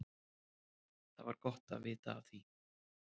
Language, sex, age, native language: Icelandic, male, 30-39, Icelandic